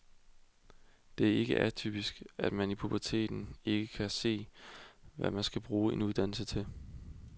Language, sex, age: Danish, male, 20